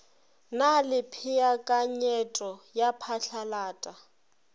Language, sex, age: Northern Sotho, female, 26